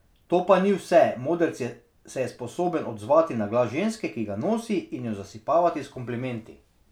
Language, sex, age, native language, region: Slovenian, male, 30-49, Slovenian, Drava region